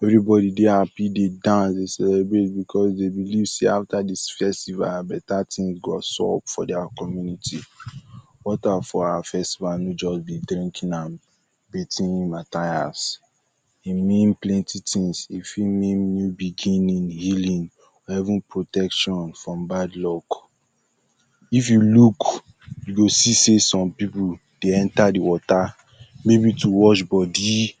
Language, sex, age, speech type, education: Nigerian Pidgin, male, 15-29, spontaneous, tertiary